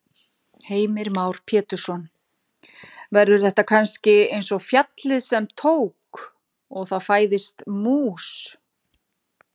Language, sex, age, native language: Icelandic, female, 50-59, Icelandic